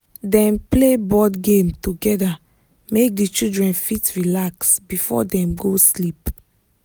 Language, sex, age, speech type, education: Nigerian Pidgin, female, 15-29, spontaneous, tertiary